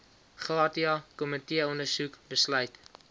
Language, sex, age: Afrikaans, male, 19